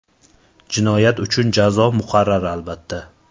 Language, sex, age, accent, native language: Uzbek, male, 19-29, Qashqadaryo, Uzbek